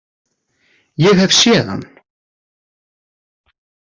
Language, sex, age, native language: Icelandic, male, 30-39, Icelandic